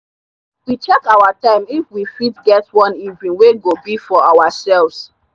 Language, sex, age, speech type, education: Nigerian Pidgin, female, 30-45, spontaneous, tertiary